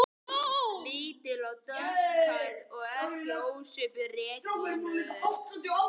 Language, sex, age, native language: Icelandic, male, 11, Icelandic